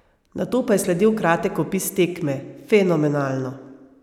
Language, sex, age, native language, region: Slovenian, female, 30-49, Slovenian, Savinja region